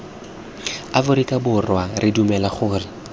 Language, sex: Tswana, male